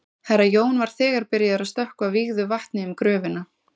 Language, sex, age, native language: Icelandic, female, 20-29, Icelandic